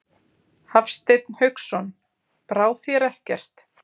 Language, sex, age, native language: Icelandic, female, 40-49, Icelandic